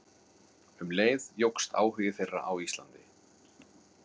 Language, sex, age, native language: Icelandic, male, 40-49, Icelandic